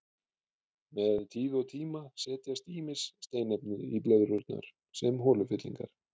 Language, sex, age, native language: Icelandic, male, 30-39, Icelandic